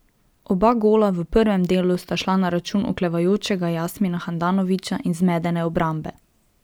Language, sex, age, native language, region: Slovenian, female, 18-29, Slovenian, Drava region